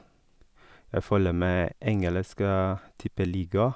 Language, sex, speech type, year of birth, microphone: Norwegian, male, spontaneous, 1983, Sennheiser